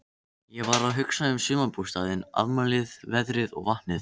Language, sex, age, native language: Icelandic, other, 13, Icelandic